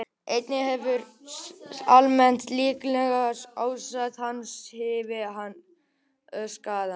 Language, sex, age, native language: Icelandic, male, 18-19, Icelandic